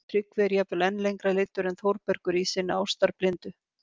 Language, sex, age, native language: Icelandic, female, 50-59, Icelandic